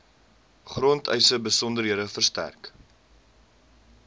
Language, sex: Afrikaans, male